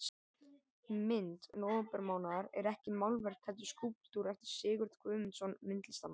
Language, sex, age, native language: Icelandic, male, 18-19, Icelandic